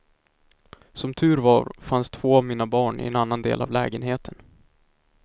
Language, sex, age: Swedish, male, 19